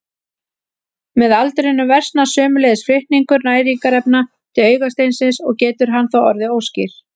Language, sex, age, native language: Icelandic, female, 40-49, Icelandic